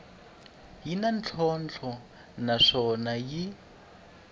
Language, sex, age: Tsonga, male, 23